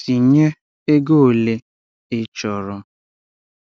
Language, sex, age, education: Igbo, male, 30-45, tertiary